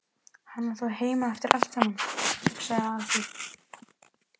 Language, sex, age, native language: Icelandic, male, 11, Icelandic